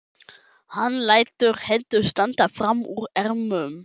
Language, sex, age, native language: Icelandic, male, 12, German